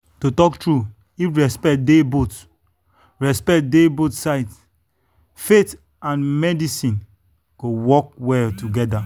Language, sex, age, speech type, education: Nigerian Pidgin, male, 30-45, spontaneous, tertiary